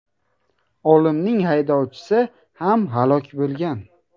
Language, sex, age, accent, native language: Uzbek, male, 18-24, Buxoro, Uzbek